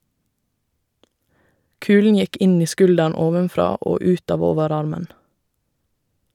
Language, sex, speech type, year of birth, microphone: Norwegian, female, read, 1985, Shure